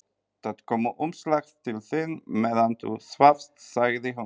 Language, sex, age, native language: Icelandic, male, 40-49, Polish